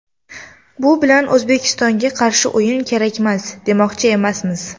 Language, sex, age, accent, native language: Uzbek, female, under 19, Toshkent shahri, Uzbek